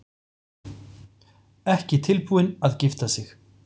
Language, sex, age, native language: Icelandic, male, 40-49, Icelandic